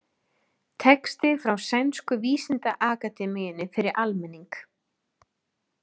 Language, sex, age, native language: Icelandic, female, 30-39, Icelandic